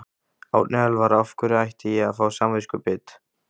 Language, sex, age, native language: Icelandic, male, 15, Icelandic